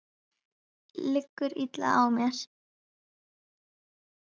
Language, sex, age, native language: Icelandic, female, 10, Icelandic